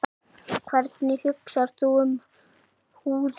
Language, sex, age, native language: Icelandic, male, 8, Icelandic